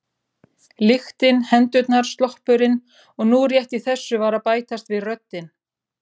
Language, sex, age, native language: Icelandic, female, 30-39, Icelandic